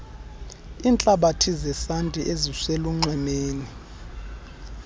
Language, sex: Xhosa, male